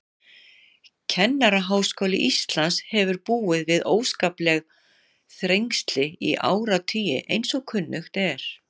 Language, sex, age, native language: Icelandic, female, 60-69, Icelandic